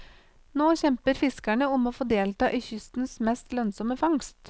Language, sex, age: Norwegian, female, 28